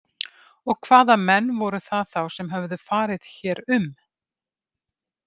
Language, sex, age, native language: Icelandic, female, 50-59, Icelandic